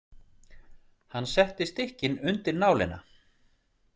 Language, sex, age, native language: Icelandic, male, 40-49, Icelandic